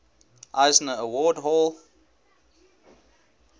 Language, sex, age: English, male, 21